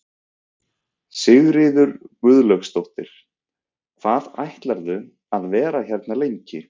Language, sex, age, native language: Icelandic, male, 30-39, Icelandic